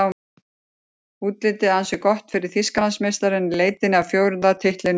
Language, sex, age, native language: Icelandic, female, 50-59, Icelandic